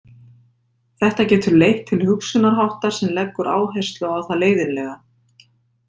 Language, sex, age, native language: Icelandic, female, 50-59, Icelandic